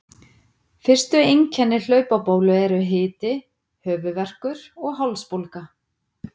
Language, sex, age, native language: Icelandic, female, 50-59, Icelandic